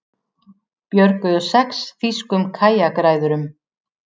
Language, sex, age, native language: Icelandic, female, 40-49, Icelandic